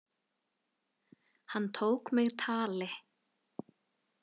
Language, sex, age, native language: Icelandic, female, 20-29, Icelandic